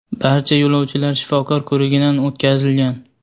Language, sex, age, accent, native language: Uzbek, male, 18-24, Sirdaryo, Uzbek